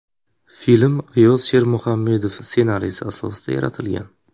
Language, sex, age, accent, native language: Uzbek, male, 25-34, Buxoro, Uzbek